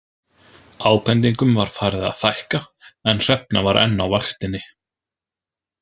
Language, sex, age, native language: Icelandic, male, 20-29, Icelandic